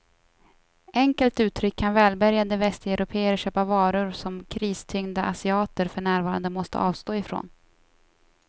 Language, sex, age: Swedish, female, 24